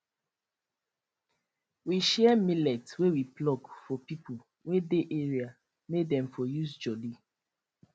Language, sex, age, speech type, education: Nigerian Pidgin, female, 30-45, spontaneous, tertiary